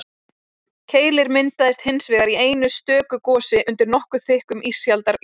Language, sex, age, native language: Icelandic, female, 20-29, Icelandic